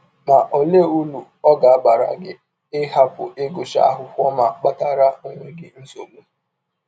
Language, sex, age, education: Igbo, male, 15-29, tertiary